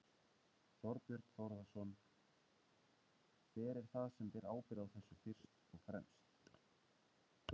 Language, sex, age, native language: Icelandic, male, 30-39, Icelandic